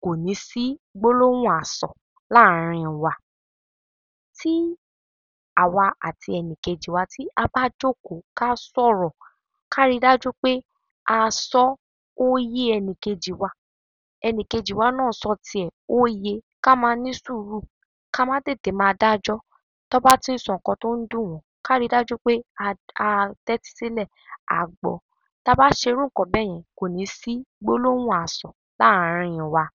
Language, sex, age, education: Yoruba, male, 46-60, tertiary